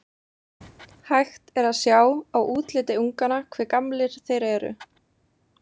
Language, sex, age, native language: Icelandic, female, 20-29, Icelandic